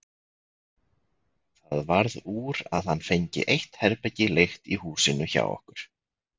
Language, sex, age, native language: Icelandic, male, 20-29, Icelandic